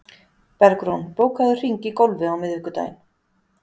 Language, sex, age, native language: Icelandic, female, 40-49, Icelandic